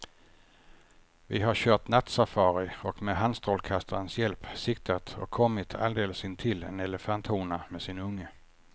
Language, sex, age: Swedish, male, 50